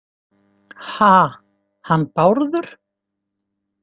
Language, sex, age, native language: Icelandic, female, 50-59, Icelandic